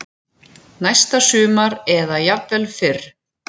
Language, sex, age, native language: Icelandic, female, 7, Icelandic